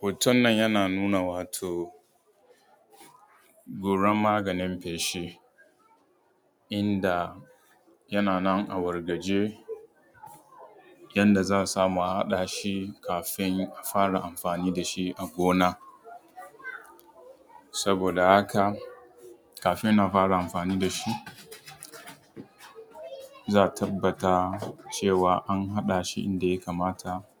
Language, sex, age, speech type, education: Hausa, male, 30-45, spontaneous, tertiary